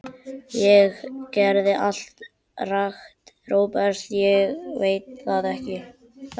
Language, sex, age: Icelandic, male, 12